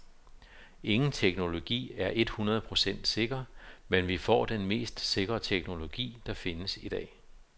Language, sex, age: Danish, male, 52